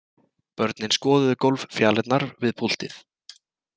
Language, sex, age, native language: Icelandic, male, 20-29, Icelandic